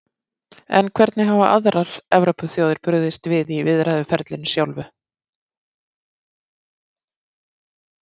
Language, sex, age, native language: Icelandic, female, 50-59, Icelandic